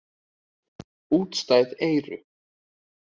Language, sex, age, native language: Icelandic, male, 30-39, Icelandic